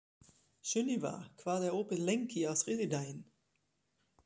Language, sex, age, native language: Icelandic, female, 40-49, German